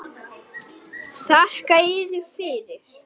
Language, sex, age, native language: Icelandic, male, 9, Icelandic